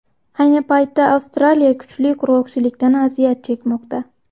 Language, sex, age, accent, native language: Uzbek, female, 12-17, Xorazm, Uzbek